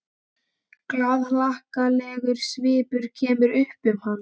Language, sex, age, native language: Icelandic, male, 12, Icelandic